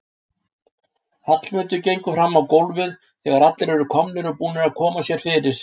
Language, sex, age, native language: Icelandic, male, 60-69, Icelandic